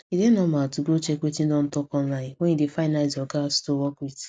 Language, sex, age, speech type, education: Nigerian Pidgin, female, 15-29, spontaneous, secondary